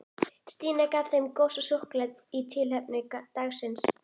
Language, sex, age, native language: Icelandic, female, 11, Icelandic